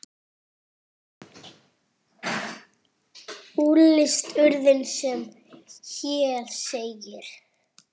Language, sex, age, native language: Icelandic, male, 8, French